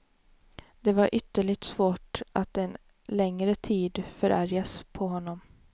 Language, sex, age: Swedish, female, 18